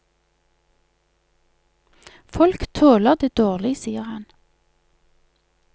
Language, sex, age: Norwegian, female, 48